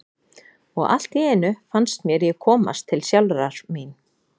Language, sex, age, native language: Icelandic, female, 40-49, Icelandic